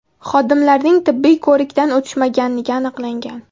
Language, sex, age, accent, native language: Uzbek, female, 19-29, Namangan, Uzbek